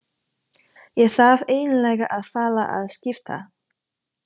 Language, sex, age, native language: Icelandic, female, 30-39, Chinese